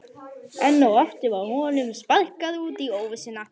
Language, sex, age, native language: Icelandic, female, 11, Icelandic